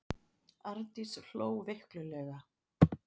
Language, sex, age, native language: Icelandic, female, 60-69, Icelandic